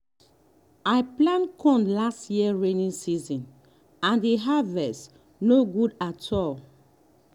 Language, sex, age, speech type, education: Nigerian Pidgin, female, 30-45, spontaneous, tertiary